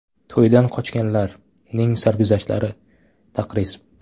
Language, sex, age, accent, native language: Uzbek, male, 12-17, Farg'ona, Uzbek